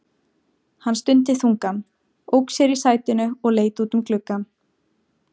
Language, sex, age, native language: Icelandic, female, 17, Icelandic